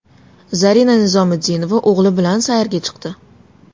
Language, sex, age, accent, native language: Uzbek, female, 19-29, Toshkent shahri, Uzbek